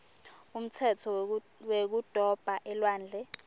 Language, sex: Swati, female